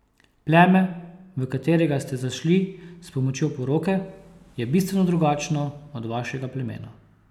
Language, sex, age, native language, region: Slovenian, male, 30-49, Slovenian, Posavska region